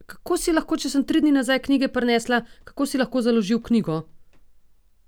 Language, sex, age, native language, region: Slovenian, female, 30-49, Slovenian, Gorenjska region